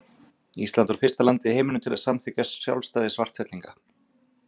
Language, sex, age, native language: Icelandic, male, 40-49, Icelandic